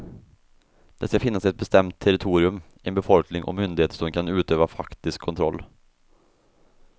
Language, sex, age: Swedish, male, 24